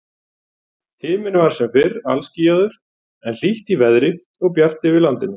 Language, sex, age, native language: Icelandic, male, 40-49, Icelandic